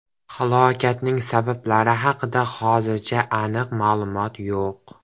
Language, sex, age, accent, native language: Uzbek, male, under 19, Jizzax, Uzbek